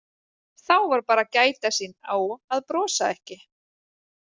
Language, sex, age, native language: Icelandic, female, 30-39, Icelandic